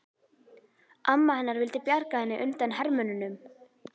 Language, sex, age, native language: Icelandic, female, 11, Icelandic